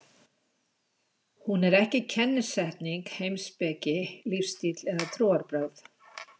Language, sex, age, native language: Icelandic, female, 60-69, Icelandic